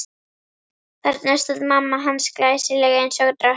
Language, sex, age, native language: Icelandic, female, 11, Icelandic